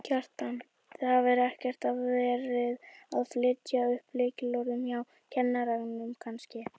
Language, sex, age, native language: Icelandic, female, 18-19, Icelandic